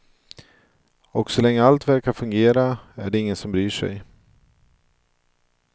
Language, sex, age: Swedish, male, 42